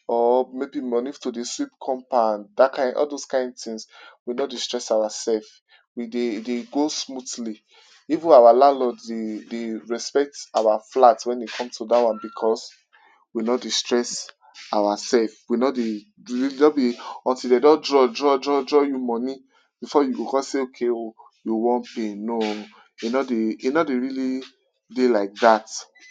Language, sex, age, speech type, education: Nigerian Pidgin, male, 15-29, spontaneous, tertiary